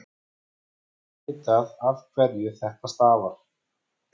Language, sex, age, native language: Icelandic, male, 40-49, Icelandic